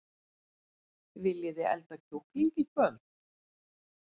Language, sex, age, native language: Icelandic, female, 40-49, Icelandic